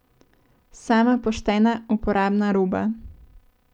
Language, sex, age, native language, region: Slovenian, female, 18-29, Slovenian, Central Slovenia